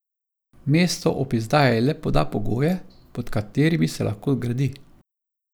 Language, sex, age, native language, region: Slovenian, male, 50-59, Slovenian, Savinja region